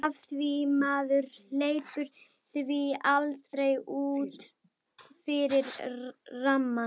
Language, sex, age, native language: Icelandic, female, 12, Icelandic